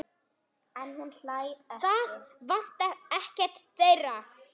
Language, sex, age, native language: Icelandic, male, 9, Icelandic